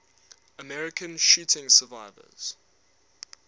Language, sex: English, male